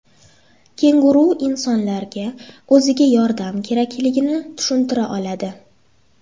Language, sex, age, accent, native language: Uzbek, female, under 19, Toshkent shahri, Uzbek